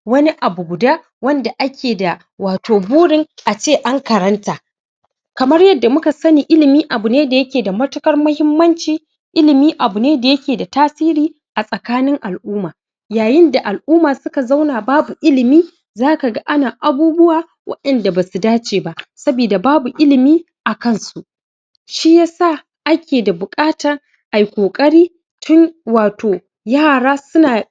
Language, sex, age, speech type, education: Hausa, male, 15-29, spontaneous, secondary